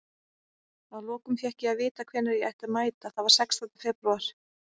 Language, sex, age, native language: Icelandic, female, 30-39, Icelandic